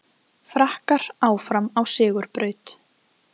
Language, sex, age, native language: Icelandic, female, 20-29, Icelandic